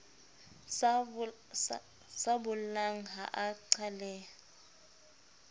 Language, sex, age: Southern Sotho, female, 25